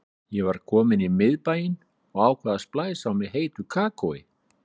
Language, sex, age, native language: Icelandic, male, 60-69, Icelandic